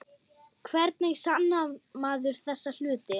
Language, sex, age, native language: Icelandic, male, 6, German